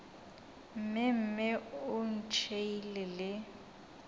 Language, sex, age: Northern Sotho, female, 22